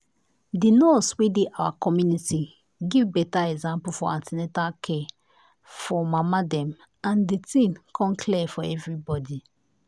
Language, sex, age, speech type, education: Nigerian Pidgin, female, 15-29, spontaneous, tertiary